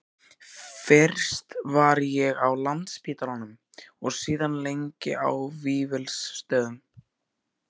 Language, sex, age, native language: Icelandic, male, 14, Icelandic